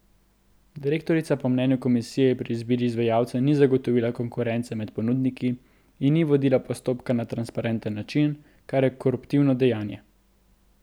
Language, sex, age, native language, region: Slovenian, male, 18-29, Slovenian, Central Slovenia